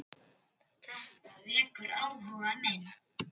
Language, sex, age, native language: Icelandic, female, 10, Icelandic